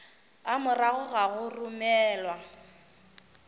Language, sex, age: Northern Sotho, female, 19